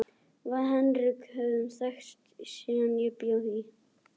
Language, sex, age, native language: Icelandic, other, 11, Icelandic